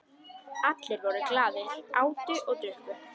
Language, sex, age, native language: Icelandic, female, 11, Icelandic